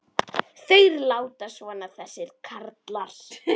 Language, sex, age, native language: Icelandic, female, 10, Icelandic